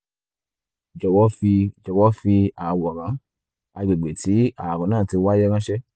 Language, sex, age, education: Yoruba, male, 15-29, tertiary